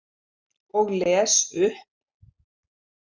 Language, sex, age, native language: Icelandic, female, 70-79, Icelandic